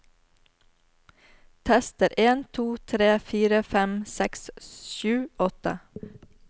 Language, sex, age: Norwegian, female, 34